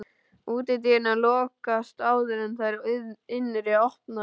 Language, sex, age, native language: Icelandic, male, 12, Icelandic